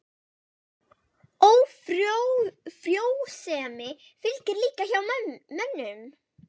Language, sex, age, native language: Icelandic, female, 18-19, Icelandic